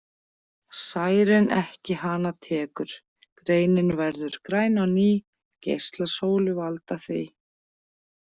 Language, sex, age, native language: Icelandic, female, 40-49, Icelandic